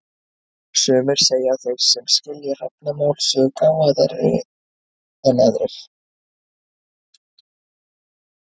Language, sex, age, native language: Icelandic, female, 20-29, Icelandic